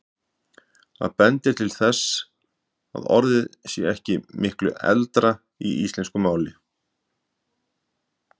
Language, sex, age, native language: Icelandic, male, 50-59, Icelandic